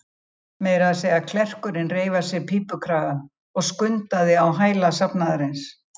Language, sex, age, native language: Icelandic, female, 70-79, Icelandic